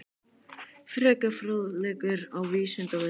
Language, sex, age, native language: Icelandic, male, 18-19, Icelandic